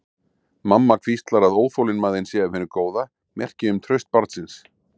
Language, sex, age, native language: Icelandic, male, 40-49, Icelandic